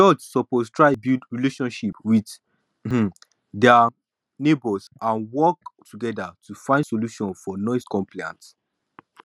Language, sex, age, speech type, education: Nigerian Pidgin, male, 15-29, spontaneous, tertiary